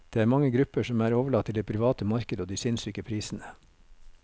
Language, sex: Norwegian, male